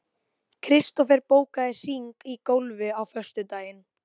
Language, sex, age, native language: Icelandic, female, 18-19, Icelandic